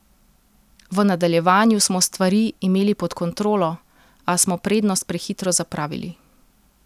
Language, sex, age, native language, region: Slovenian, female, 30-49, Slovenian, Central Slovenia